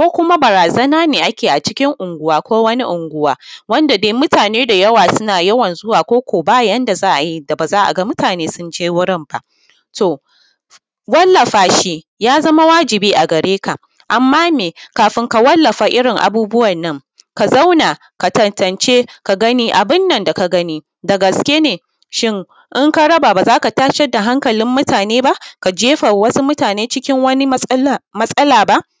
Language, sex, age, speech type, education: Hausa, female, 15-29, spontaneous, tertiary